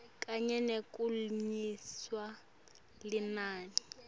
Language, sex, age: Swati, female, 18